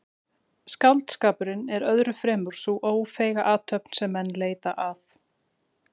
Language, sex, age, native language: Icelandic, female, 30-39, Icelandic